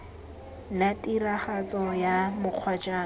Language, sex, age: Tswana, female, 19